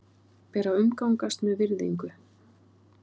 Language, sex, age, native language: Icelandic, female, 30-39, Icelandic